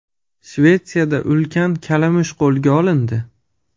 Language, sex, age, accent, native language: Uzbek, male, 25-34, Farg'ona, Uzbek